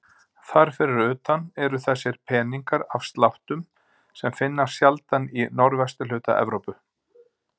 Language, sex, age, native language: Icelandic, male, 50-59, Icelandic